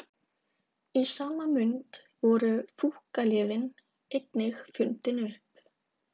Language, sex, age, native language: Icelandic, female, 20-29, Icelandic